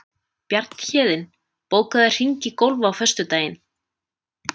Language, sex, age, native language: Icelandic, female, 30-39, Icelandic